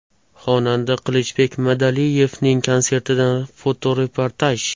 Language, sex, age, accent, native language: Uzbek, male, 18-24, Toshkent shahri, Uzbek